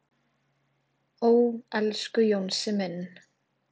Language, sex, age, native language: Icelandic, female, 18-19, Icelandic